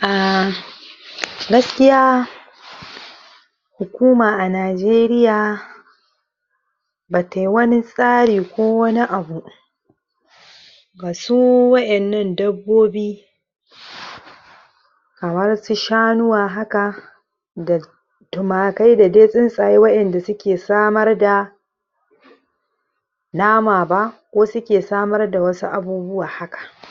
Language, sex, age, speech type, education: Hausa, male, 46-60, spontaneous, tertiary